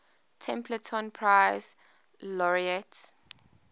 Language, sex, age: English, female, 21